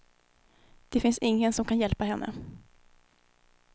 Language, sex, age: Swedish, female, 19